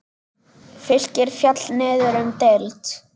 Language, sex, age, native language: Icelandic, male, 10, Icelandic